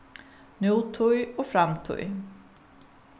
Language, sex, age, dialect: Faroese, female, 36-60, Suðuroy